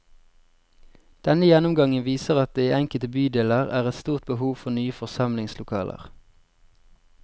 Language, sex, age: Norwegian, male, 20